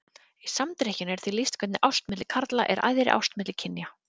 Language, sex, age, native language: Icelandic, female, 30-39, Icelandic